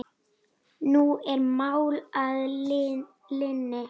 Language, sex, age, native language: Icelandic, female, 9, Icelandic